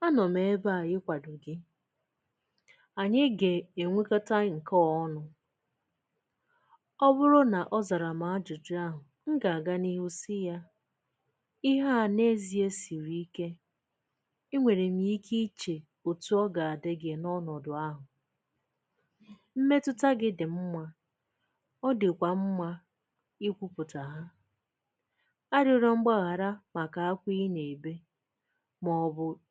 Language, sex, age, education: Igbo, female, 15-29, tertiary